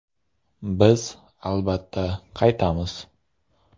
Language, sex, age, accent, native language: Uzbek, male, 25-34, Xorazm, Uzbek